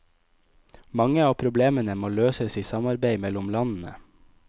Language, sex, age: Norwegian, male, 25